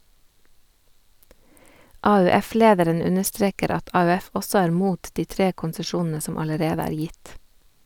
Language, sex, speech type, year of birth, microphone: Norwegian, female, read, 1978, Sennheiser